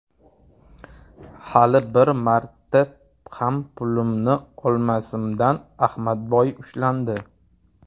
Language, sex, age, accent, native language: Uzbek, male, 30-39, Toshkent shahri, Uzbek